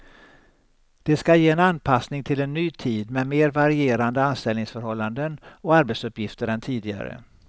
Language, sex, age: Swedish, male, 63